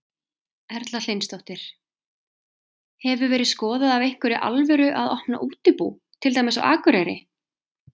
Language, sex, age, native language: Icelandic, female, 30-39, Icelandic